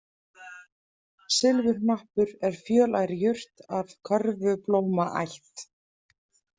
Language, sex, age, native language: Icelandic, female, 30-39, Icelandic